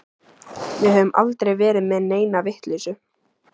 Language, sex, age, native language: Icelandic, female, 14, Icelandic